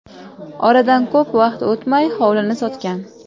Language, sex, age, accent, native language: Uzbek, female, 18-24, Samarqand, Uzbek